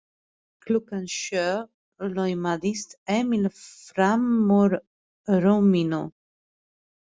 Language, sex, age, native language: Icelandic, female, 30-39, Polish